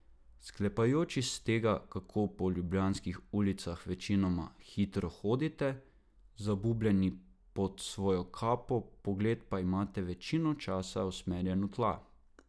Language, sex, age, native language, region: Slovenian, male, 18-29, Slovenian, Drava region